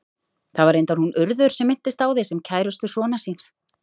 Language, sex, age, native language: Icelandic, female, 30-39, Icelandic